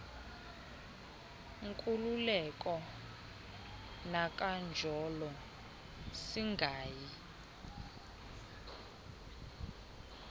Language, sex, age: Xhosa, female, 20